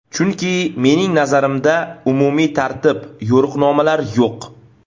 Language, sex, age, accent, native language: Uzbek, male, 25-34, Namangan, Uzbek